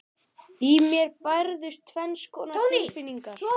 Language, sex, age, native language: Icelandic, male, 11, Icelandic